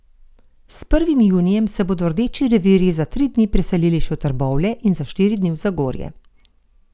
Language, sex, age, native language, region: Slovenian, female, 50-59, Slovenian, Gorenjska region